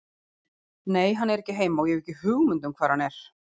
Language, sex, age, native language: Icelandic, female, 40-49, Icelandic